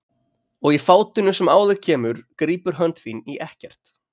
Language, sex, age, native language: Icelandic, male, 30-39, Icelandic